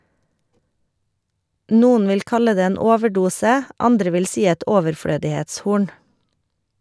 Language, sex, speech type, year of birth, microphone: Norwegian, female, read, 1973, Shure